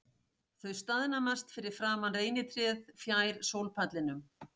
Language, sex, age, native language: Icelandic, female, 60-69, Icelandic